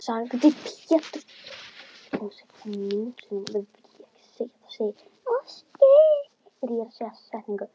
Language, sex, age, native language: Icelandic, female, 10, Icelandic